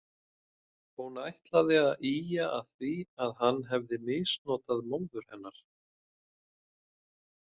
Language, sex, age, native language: Icelandic, male, 30-39, Icelandic